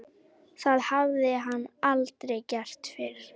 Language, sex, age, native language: Icelandic, female, 11, Icelandic